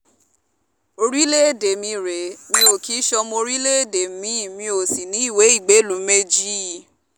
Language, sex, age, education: Yoruba, female, 15-29, tertiary